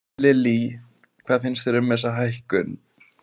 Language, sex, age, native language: Icelandic, male, 18-19, Icelandic